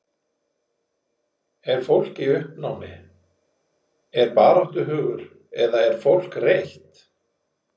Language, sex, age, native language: Icelandic, male, 40-49, Icelandic